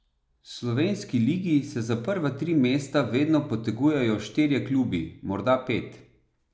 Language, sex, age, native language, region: Slovenian, male, 30-49, Slovenian, Savinja region